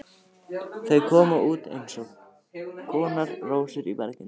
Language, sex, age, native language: Icelandic, male, 13, Icelandic